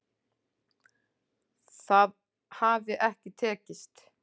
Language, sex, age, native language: Icelandic, female, 40-49, Icelandic